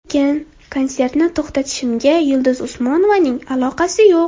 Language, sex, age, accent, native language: Uzbek, female, under 19, Andijon, Uzbek